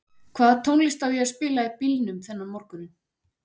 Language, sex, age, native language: Icelandic, female, 40-49, Icelandic